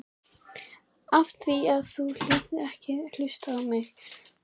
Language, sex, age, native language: Icelandic, female, 11, Icelandic